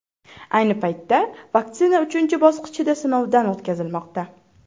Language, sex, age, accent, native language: Uzbek, female, 12-17, Farg'ona, Uzbek